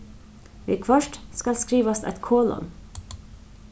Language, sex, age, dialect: Faroese, female, 36-60, Suðurstreymoy